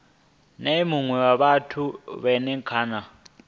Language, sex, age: Venda, male, 22